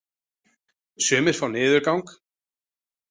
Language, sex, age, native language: Icelandic, male, 40-49, Icelandic